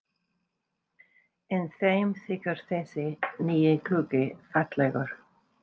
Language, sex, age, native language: Icelandic, female, 60-69, English